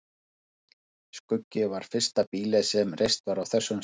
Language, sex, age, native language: Icelandic, male, 50-59, Icelandic